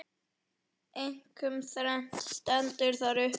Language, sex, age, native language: Icelandic, male, 9, Icelandic